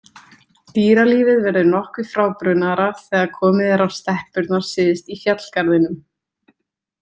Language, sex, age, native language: Icelandic, female, 20-29, Icelandic